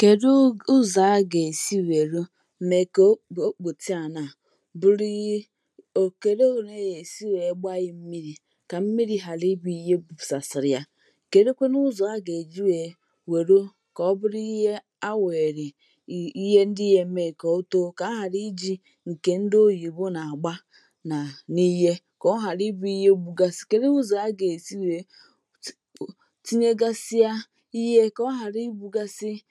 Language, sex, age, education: Igbo, female, 15-29, tertiary